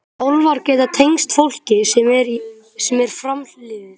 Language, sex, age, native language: Icelandic, male, 12, Icelandic